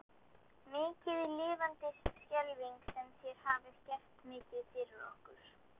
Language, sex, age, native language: Icelandic, female, 12, Icelandic